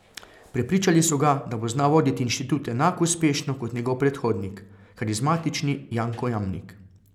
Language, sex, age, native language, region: Slovenian, male, 30-49, Slovenian, Carinthia region